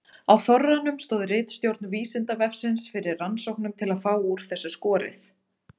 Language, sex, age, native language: Icelandic, female, 30-39, Icelandic